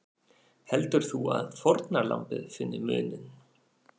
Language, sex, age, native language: Icelandic, male, 40-49, Faroese